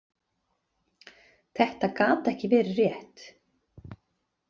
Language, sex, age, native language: Icelandic, female, 40-49, Icelandic